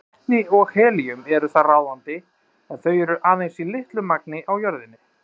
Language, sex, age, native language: Icelandic, male, 30-39, Icelandic